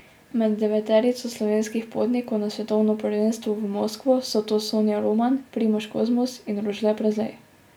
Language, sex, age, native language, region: Slovenian, female, 18-29, Slovenian, Drava region